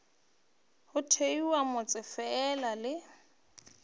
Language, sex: Northern Sotho, female